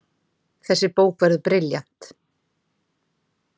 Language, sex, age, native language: Icelandic, female, 40-49, Icelandic